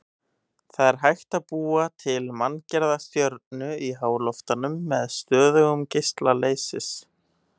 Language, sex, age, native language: Icelandic, male, 18-19, Icelandic